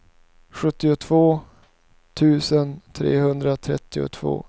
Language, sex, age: Swedish, male, 19